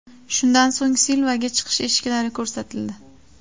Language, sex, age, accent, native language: Uzbek, female, 18-24, Surxondaryo, Uzbek